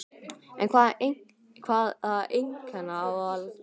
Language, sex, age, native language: Icelandic, male, 12, Icelandic